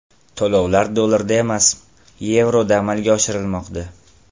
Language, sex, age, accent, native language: Uzbek, male, 18-24, Farg'ona, Uzbek